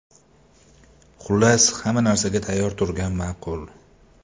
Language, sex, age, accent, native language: Uzbek, male, 25-34, Toshkent shahri, Uzbek